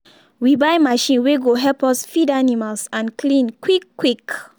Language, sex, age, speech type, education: Nigerian Pidgin, female, 15-29, spontaneous, secondary